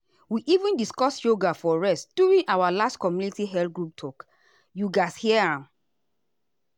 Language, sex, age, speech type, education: Nigerian Pidgin, female, 30-45, spontaneous, tertiary